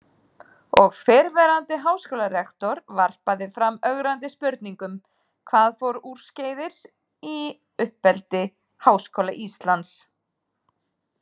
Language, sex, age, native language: Icelandic, female, 30-39, Icelandic